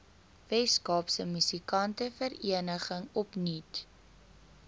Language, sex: Afrikaans, female